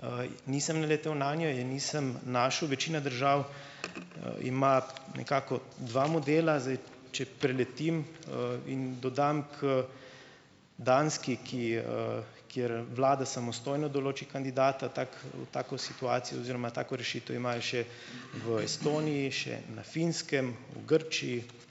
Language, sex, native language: Slovenian, male, Slovenian